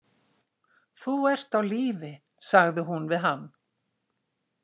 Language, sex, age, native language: Icelandic, female, 60-69, Icelandic